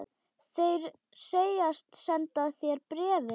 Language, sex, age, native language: Icelandic, other, 10, Icelandic